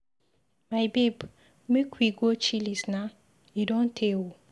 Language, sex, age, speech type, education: Nigerian Pidgin, female, 15-29, read, secondary